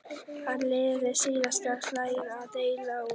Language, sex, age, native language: Icelandic, female, 11, Icelandic